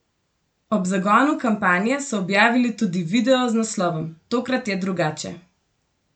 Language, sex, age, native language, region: Slovenian, female, 18-29, Slovenian, Gorenjska region